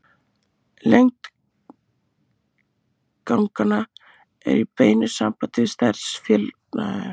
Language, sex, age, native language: Icelandic, female, 30-39, Icelandic